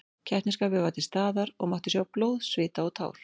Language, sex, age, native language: Icelandic, female, 40-49, Icelandic